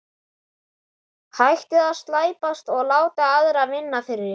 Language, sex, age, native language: Icelandic, male, 11, Icelandic